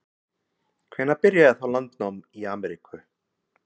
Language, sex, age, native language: Icelandic, male, 50-59, Icelandic